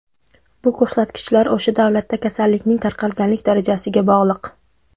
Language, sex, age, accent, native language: Uzbek, female, 19-29, Jizzax, Uzbek